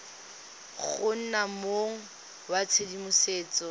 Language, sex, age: Tswana, female, 19